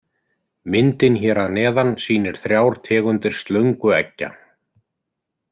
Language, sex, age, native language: Icelandic, male, 50-59, Icelandic